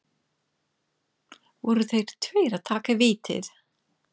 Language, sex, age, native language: Icelandic, female, 50-59, English